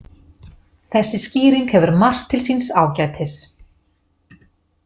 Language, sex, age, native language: Icelandic, female, 40-49, Icelandic